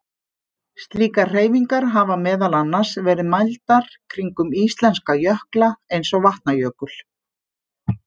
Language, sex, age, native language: Icelandic, female, 50-59, Icelandic